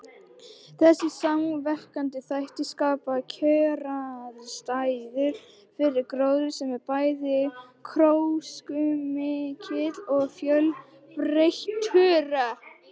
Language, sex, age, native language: Icelandic, female, 18-19, Icelandic